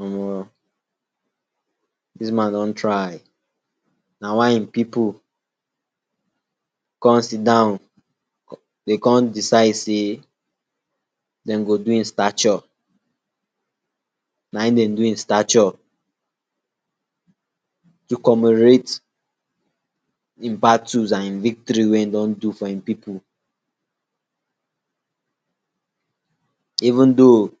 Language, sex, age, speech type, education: Nigerian Pidgin, male, 46-60, spontaneous, tertiary